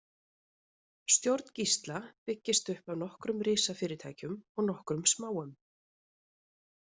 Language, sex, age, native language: Icelandic, female, 30-39, Icelandic